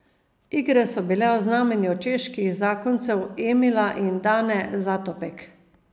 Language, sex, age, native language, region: Slovenian, female, 50-59, Slovenian, Savinja region